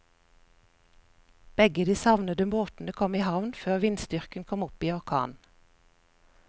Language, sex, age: Norwegian, female, 41